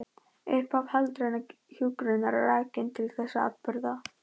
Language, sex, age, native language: Icelandic, female, 11, Icelandic